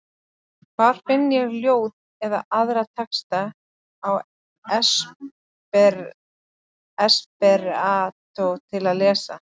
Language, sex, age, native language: Icelandic, female, 30-39, Icelandic